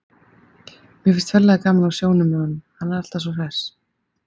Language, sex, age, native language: Icelandic, female, 30-39, Icelandic